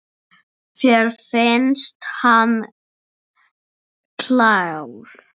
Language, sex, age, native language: Icelandic, female, 7, English